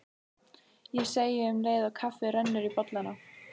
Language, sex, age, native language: Icelandic, female, 15, Icelandic